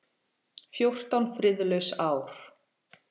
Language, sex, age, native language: Icelandic, female, 40-49, Icelandic